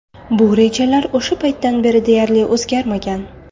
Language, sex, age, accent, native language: Uzbek, female, 18-24, Buxoro, Uzbek